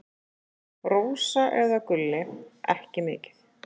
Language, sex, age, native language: Icelandic, female, 40-49, Icelandic